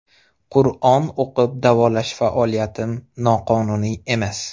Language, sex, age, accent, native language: Uzbek, male, 25-34, Xorazm, Uzbek